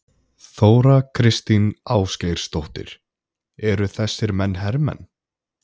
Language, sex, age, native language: Icelandic, male, 20-29, Icelandic